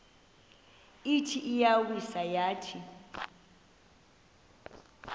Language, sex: Xhosa, female